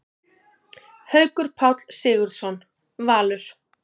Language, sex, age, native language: Icelandic, female, 40-49, Icelandic